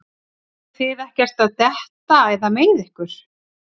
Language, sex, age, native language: Icelandic, female, 40-49, Icelandic